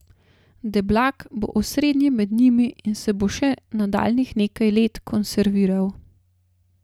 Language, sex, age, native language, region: Slovenian, female, 30-49, Slovenian, Gorenjska region